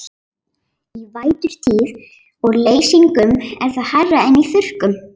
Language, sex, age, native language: Icelandic, female, 11, Icelandic